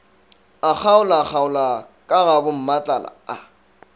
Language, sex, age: Northern Sotho, male, 24